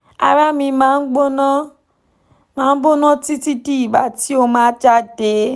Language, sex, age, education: Yoruba, female, 15-29, tertiary